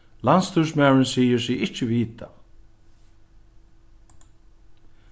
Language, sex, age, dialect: Faroese, male, 61+, Norðuroyggjar